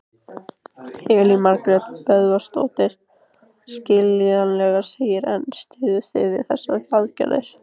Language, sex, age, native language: Icelandic, female, 15, Icelandic